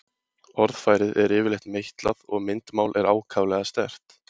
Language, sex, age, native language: Icelandic, male, 20-29, Icelandic